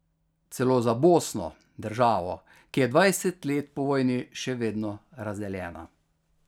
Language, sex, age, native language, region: Slovenian, male, 50-59, Slovenian, Carinthia region